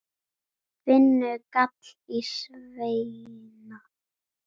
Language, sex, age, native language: Icelandic, female, 10, Icelandic